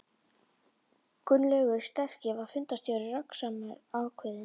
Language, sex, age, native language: Icelandic, female, 11, Icelandic